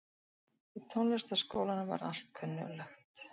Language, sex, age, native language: Icelandic, female, 60-69, Icelandic